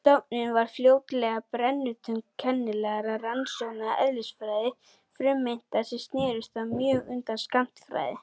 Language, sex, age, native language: Icelandic, female, 30-39, Icelandic